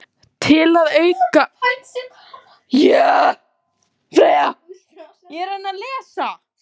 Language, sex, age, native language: Icelandic, female, 18-19, Icelandic